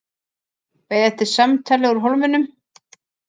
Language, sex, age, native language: Icelandic, female, 50-59, Icelandic